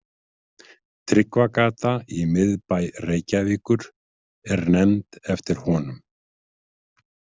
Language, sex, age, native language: Icelandic, male, 50-59, Icelandic